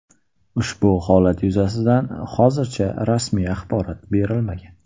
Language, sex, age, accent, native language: Uzbek, male, 18-24, Qashqadaryo, Uzbek